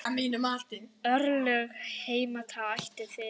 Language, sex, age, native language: Icelandic, female, 10, Icelandic